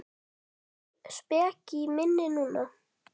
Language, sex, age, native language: Icelandic, male, 10, Icelandic